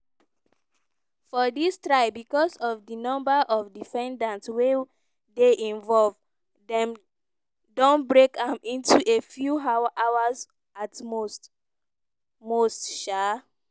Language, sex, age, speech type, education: Nigerian Pidgin, female, 15-29, spontaneous, tertiary